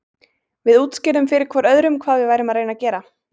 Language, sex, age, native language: Icelandic, female, 20-29, Icelandic